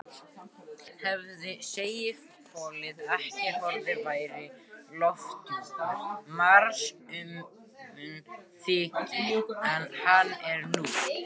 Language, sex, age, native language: Icelandic, male, 18-19, Icelandic